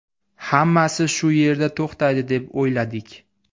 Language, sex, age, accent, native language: Uzbek, male, 18-24, Andijon, Uzbek